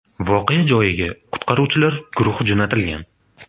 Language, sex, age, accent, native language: Uzbek, male, 25-34, Farg'ona, Uzbek